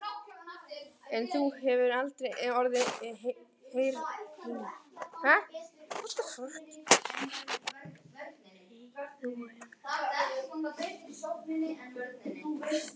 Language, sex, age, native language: Icelandic, male, 11, Icelandic